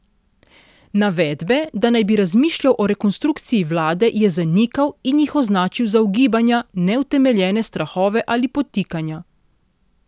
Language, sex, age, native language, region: Slovenian, female, 30-49, Slovenian, Central Slovenia